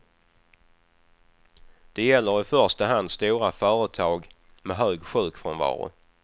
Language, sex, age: Swedish, male, 28